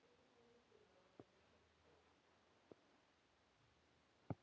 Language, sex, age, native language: Icelandic, female, 10, Icelandic